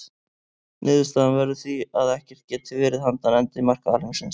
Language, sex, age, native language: Icelandic, male, 30-39, Icelandic